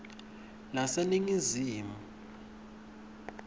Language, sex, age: Swati, male, 19